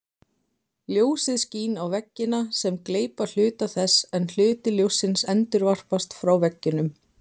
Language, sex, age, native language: Icelandic, female, 20-29, Icelandic